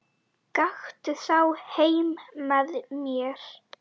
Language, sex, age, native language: Icelandic, female, 10, Icelandic